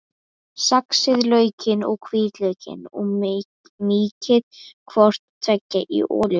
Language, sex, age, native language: Icelandic, female, 11, Icelandic